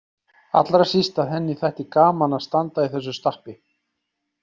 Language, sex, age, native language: Icelandic, male, 40-49, Icelandic